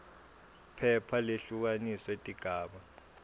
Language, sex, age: Swati, male, 22